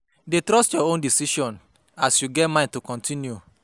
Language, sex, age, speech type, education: Nigerian Pidgin, male, 30-45, spontaneous, tertiary